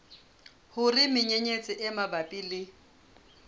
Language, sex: Southern Sotho, female